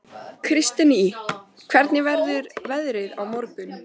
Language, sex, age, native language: Icelandic, female, 13, Icelandic